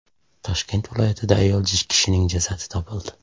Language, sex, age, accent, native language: Uzbek, male, 25-34, Andijon, Uzbek